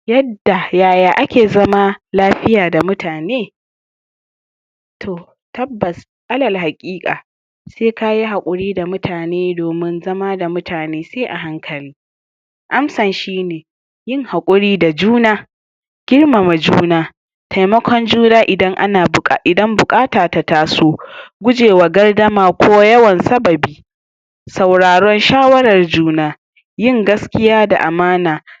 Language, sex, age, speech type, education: Hausa, male, 46-60, spontaneous, tertiary